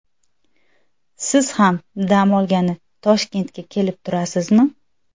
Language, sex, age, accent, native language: Uzbek, female, 19-29, Xorazm, Uzbek